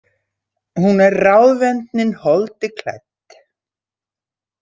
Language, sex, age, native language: Icelandic, female, 60-69, Icelandic